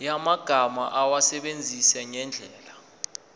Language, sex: Zulu, male